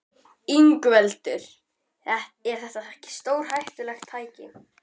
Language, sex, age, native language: Icelandic, female, 12, Icelandic